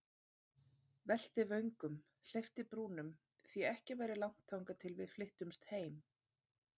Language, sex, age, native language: Icelandic, female, 30-39, Icelandic